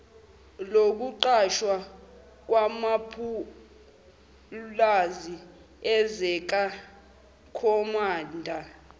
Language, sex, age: Zulu, male, 18